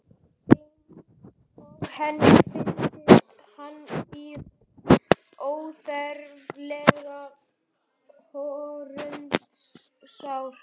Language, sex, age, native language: Icelandic, male, 11, Icelandic